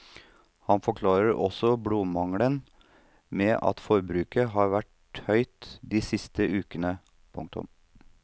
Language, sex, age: Norwegian, male, 39